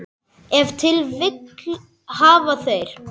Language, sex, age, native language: Icelandic, male, 10, Icelandic